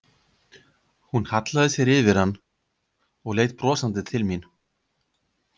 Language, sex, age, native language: Icelandic, male, 50-59, Icelandic